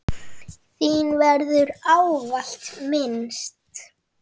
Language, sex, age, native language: Icelandic, female, 9, Icelandic